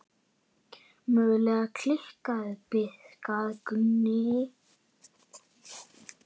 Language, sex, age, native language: Icelandic, male, 9, Icelandic